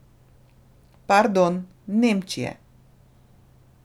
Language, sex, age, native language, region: Slovenian, female, 30-49, Slovenian, Drava region